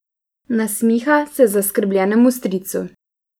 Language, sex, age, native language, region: Slovenian, female, 18-29, Slovenian, Drava region